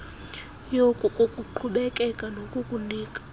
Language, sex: Xhosa, female